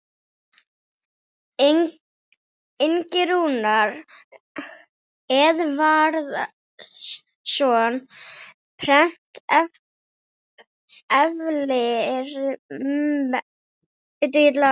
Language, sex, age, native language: Icelandic, female, 18-19, Icelandic